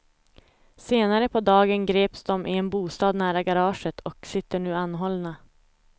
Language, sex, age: Swedish, female, 25